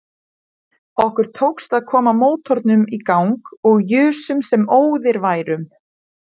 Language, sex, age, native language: Icelandic, female, 20-29, Icelandic